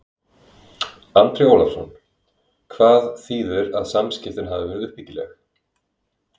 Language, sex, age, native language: Icelandic, male, 20-29, Icelandic